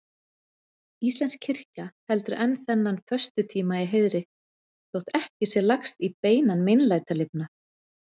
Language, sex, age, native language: Icelandic, female, 40-49, Icelandic